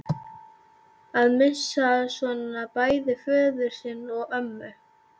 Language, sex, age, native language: Icelandic, female, 11, Icelandic